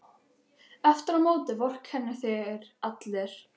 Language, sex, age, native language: Icelandic, other, 12, Icelandic